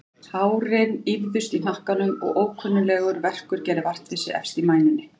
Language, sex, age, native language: Icelandic, female, 40-49, Icelandic